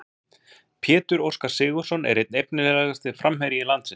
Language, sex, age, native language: Icelandic, male, 40-49, Icelandic